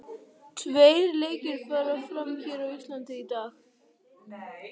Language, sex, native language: Icelandic, male, Icelandic